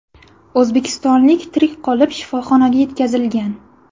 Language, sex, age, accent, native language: Uzbek, female, 18-24, Buxoro, Uzbek